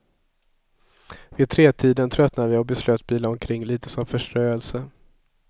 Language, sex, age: Swedish, male, 27